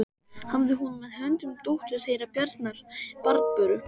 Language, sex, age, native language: Icelandic, male, 12, Icelandic